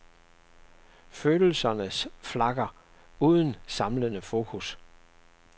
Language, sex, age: Danish, male, 67